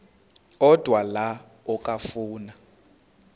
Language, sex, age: Xhosa, male, 33